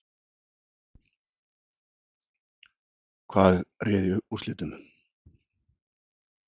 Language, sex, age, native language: Icelandic, male, 50-59, Icelandic